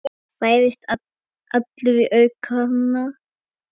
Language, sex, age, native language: Icelandic, female, 9, Icelandic